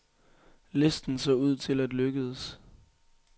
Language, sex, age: Danish, male, 22